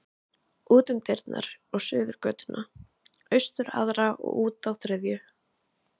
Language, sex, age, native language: Icelandic, other, 20-29, Icelandic